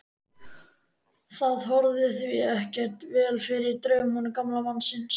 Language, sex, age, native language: Icelandic, male, 13, Icelandic